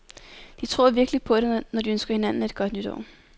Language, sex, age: Danish, female, 19